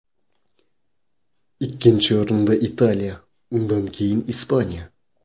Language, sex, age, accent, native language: Uzbek, male, 18-24, Qoraqalpog'iston, Karakalpak